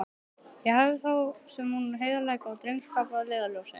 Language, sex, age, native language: Icelandic, male, 12, Icelandic